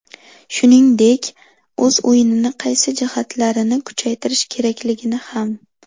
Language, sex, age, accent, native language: Uzbek, female, under 19, Toshkent shahri, Uzbek